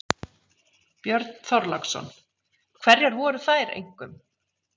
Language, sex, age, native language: Icelandic, female, 40-49, Icelandic